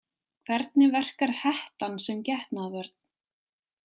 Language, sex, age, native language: Icelandic, female, 20-29, Icelandic